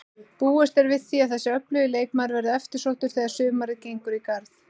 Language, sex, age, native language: Icelandic, female, 30-39, Icelandic